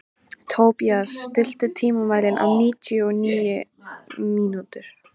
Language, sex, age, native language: Icelandic, female, 13, Icelandic